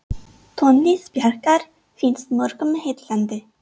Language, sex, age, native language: Icelandic, female, 30-39, English